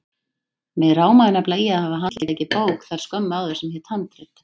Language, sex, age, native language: Icelandic, female, 30-39, Icelandic